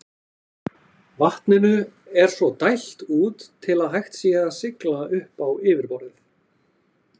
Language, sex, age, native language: Icelandic, male, 40-49, Icelandic